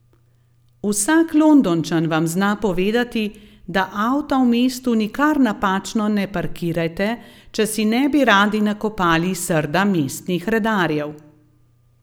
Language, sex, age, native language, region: Slovenian, female, 50-59, Slovenian, Gorenjska region